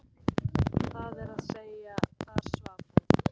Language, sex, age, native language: Icelandic, female, 14, Icelandic